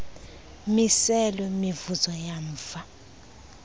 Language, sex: Xhosa, female